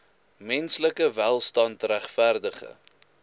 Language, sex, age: Afrikaans, male, 21